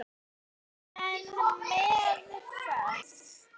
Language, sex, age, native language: Icelandic, male, 8, Icelandic